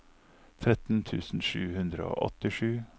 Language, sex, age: Norwegian, male, 39